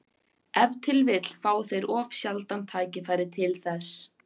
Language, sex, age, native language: Icelandic, female, 14, Icelandic